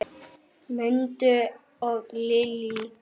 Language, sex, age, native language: Icelandic, male, 8, Icelandic